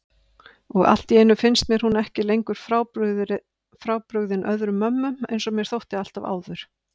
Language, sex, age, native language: Icelandic, female, 50-59, Icelandic